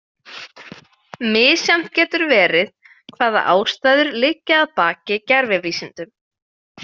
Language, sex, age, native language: Icelandic, female, 20-29, Icelandic